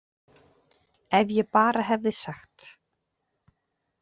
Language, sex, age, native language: Icelandic, female, 40-49, Icelandic